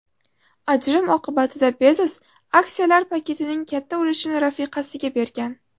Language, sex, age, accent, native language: Uzbek, female, 18-24, Toshkent shahri, Uzbek